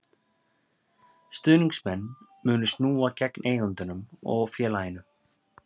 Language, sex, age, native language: Icelandic, male, 30-39, Icelandic